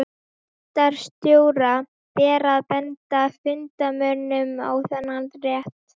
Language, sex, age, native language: Icelandic, female, 12, Icelandic